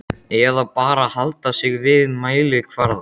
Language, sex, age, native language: Icelandic, male, 12, Icelandic